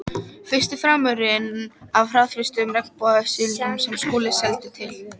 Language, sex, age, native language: Icelandic, female, 12, Icelandic